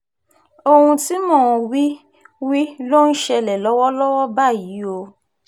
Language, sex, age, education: Yoruba, female, 30-45, tertiary